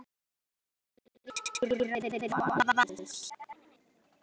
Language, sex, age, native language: Icelandic, male, 18-19, Icelandic